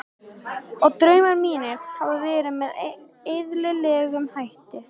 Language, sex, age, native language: Icelandic, female, 13, Icelandic